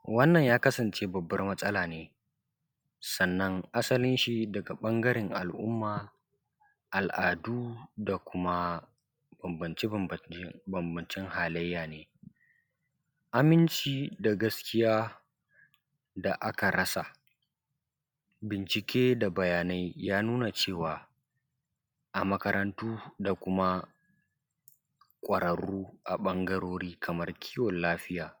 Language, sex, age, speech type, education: Hausa, male, 15-29, spontaneous, secondary